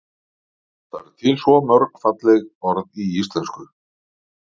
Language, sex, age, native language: Icelandic, male, 40-49, Icelandic